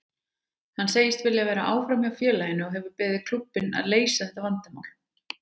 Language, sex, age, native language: Icelandic, female, 30-39, Icelandic